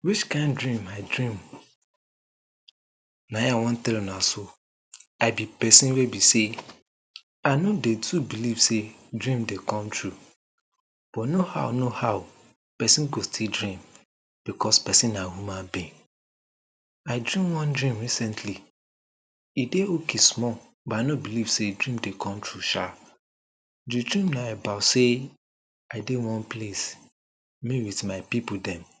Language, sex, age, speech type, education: Nigerian Pidgin, male, 30-45, spontaneous, tertiary